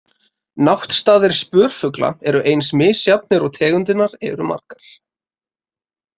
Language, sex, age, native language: Icelandic, male, 20-29, Icelandic